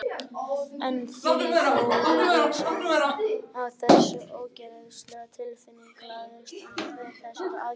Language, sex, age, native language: Icelandic, other, 18-19, Icelandic